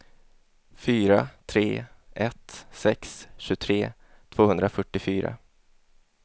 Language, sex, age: Swedish, male, 27